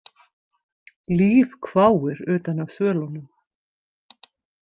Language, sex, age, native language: Icelandic, female, 50-59, Icelandic